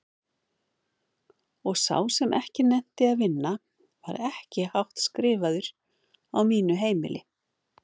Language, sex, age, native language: Icelandic, female, 50-59, Icelandic